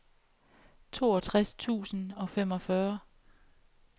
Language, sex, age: Danish, female, 28